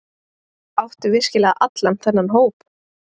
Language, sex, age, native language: Icelandic, female, 20-29, Icelandic